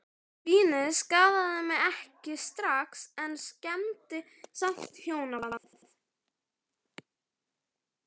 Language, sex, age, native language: Icelandic, female, 11, Icelandic